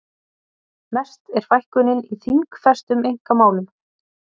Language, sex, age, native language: Icelandic, female, 30-39, Icelandic